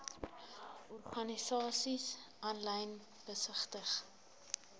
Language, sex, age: Afrikaans, female, 19